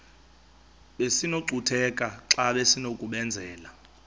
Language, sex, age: Xhosa, male, 22